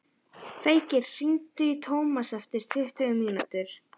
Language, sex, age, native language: Icelandic, female, 11, Icelandic